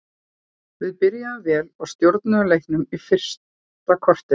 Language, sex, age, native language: Icelandic, female, 40-49, Icelandic